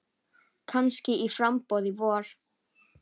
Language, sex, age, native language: Icelandic, female, 10, Icelandic